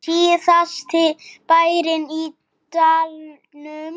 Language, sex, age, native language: Icelandic, male, 9, Icelandic